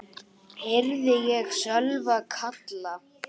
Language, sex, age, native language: Icelandic, male, 8, Icelandic